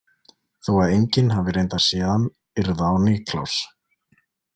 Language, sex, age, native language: Icelandic, male, 20-29, Icelandic